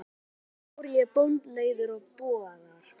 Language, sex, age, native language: Icelandic, male, 11, Icelandic